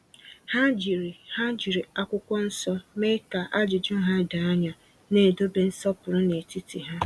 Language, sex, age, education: Igbo, female, 30-45, tertiary